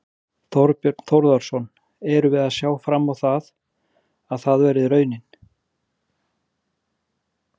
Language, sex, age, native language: Icelandic, male, 40-49, Icelandic